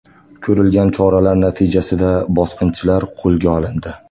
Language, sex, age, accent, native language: Uzbek, male, 18-24, Andijon, Uzbek